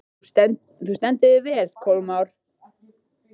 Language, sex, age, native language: Icelandic, male, 13, Icelandic